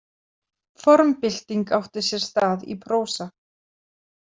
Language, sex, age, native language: Icelandic, female, 40-49, Icelandic